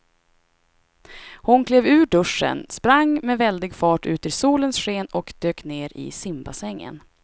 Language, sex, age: Swedish, female, 26